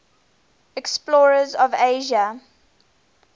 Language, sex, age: English, female, 20